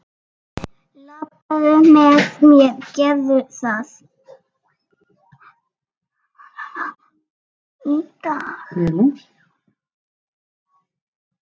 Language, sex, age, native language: Icelandic, female, 7, Icelandic